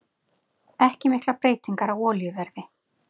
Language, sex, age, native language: Icelandic, female, 40-49, Icelandic